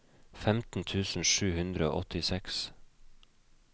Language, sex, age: Norwegian, male, 29